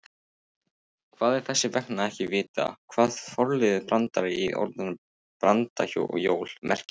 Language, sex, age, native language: Icelandic, male, 18-19, Icelandic